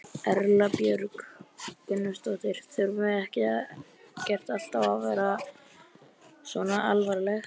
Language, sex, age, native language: Icelandic, male, 11, Icelandic